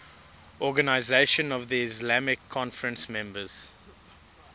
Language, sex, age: English, male, 22